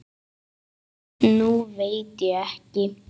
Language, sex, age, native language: Icelandic, male, 8, Icelandic